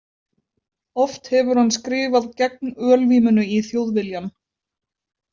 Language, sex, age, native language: Icelandic, female, 20-29, Icelandic